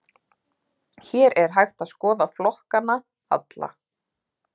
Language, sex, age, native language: Icelandic, female, 30-39, Icelandic